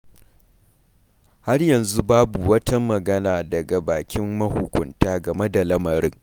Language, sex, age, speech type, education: Hausa, male, 15-29, read, primary